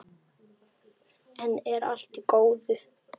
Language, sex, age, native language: Icelandic, female, 8, Icelandic